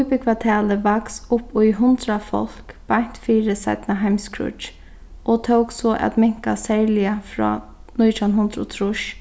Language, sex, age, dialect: Faroese, female, 15-35, Sandoy